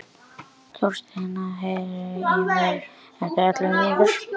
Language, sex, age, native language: Icelandic, male, 11, Icelandic